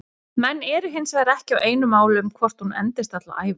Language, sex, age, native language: Icelandic, female, 40-49, Icelandic